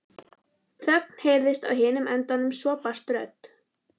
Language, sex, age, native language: Icelandic, female, 11, Icelandic